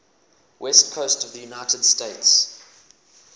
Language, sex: English, male